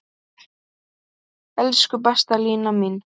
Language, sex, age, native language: Icelandic, male, 8, Icelandic